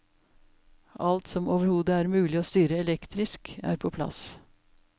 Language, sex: Norwegian, female